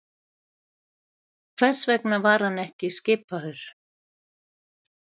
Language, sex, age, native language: Icelandic, female, 70-79, Icelandic